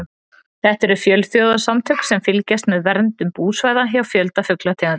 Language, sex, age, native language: Icelandic, female, 30-39, Icelandic